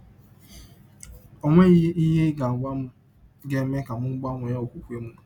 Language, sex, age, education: Igbo, male, 15-29, tertiary